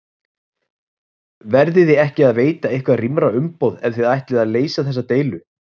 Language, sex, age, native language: Icelandic, male, 30-39, Icelandic